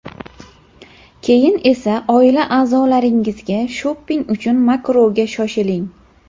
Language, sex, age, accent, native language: Uzbek, female, under 19, Farg'ona, Uzbek